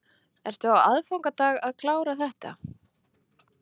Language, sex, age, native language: Icelandic, female, 30-39, Icelandic